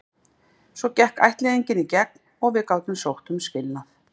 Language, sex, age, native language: Icelandic, female, 50-59, Icelandic